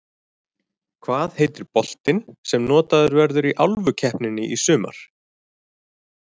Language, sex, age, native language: Icelandic, male, 40-49, Icelandic